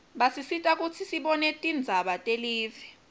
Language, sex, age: Swati, female, 22